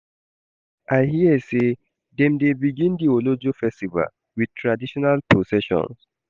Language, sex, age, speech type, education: Nigerian Pidgin, male, 15-29, read, secondary